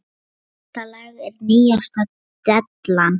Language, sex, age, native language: Icelandic, female, 9, Lithuanian